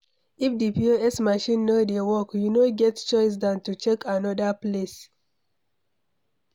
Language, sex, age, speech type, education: Nigerian Pidgin, female, 60+, read, secondary